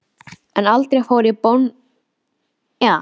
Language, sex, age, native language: Icelandic, female, 13, Icelandic